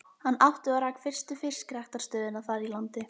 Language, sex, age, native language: Icelandic, female, 12, Icelandic